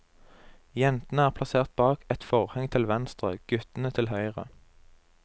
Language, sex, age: Norwegian, male, 23